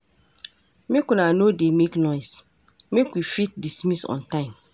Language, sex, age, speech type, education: Nigerian Pidgin, female, 46-60, read, tertiary